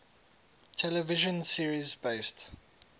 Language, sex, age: English, male, 19